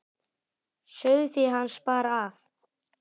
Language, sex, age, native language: Icelandic, male, 10, Icelandic